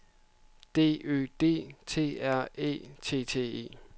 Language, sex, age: Danish, male, 26